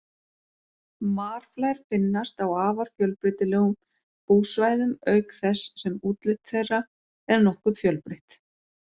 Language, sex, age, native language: Icelandic, female, 40-49, Icelandic